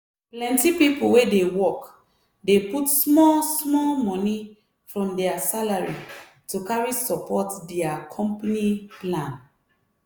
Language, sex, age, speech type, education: Nigerian Pidgin, female, 30-45, spontaneous, tertiary